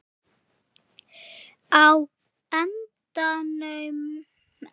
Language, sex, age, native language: Icelandic, female, 8, Icelandic